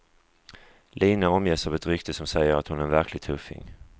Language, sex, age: Swedish, male, 35